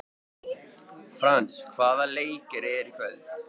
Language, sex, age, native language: Icelandic, male, 13, Icelandic